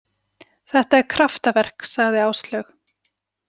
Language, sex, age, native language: Icelandic, female, 40-49, Icelandic